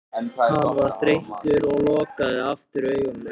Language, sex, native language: Icelandic, other, Japanese